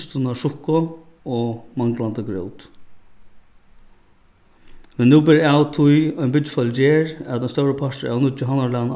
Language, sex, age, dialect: Faroese, male, 36-60, Norðuroyggjar